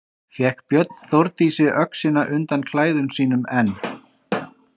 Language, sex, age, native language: Icelandic, female, 30-39, Icelandic